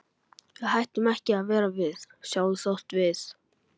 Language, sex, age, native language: Icelandic, male, 11, Icelandic